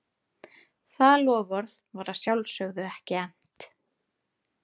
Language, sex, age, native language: Icelandic, female, 30-39, Icelandic